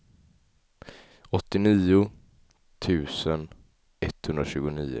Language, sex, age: Swedish, male, 18